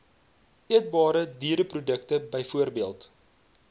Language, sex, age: Afrikaans, male, 22